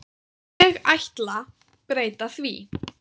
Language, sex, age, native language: Icelandic, female, 18-19, Icelandic